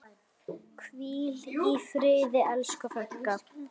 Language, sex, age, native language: Icelandic, female, 9, Icelandic